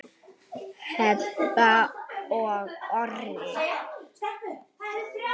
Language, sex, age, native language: Icelandic, male, 9, Icelandic